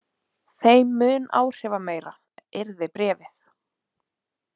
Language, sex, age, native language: Icelandic, female, 20-29, Icelandic